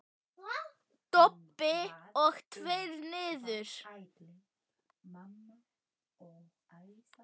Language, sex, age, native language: Icelandic, male, 10, Icelandic